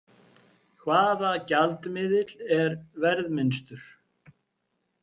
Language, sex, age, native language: Icelandic, male, 50-59, Icelandic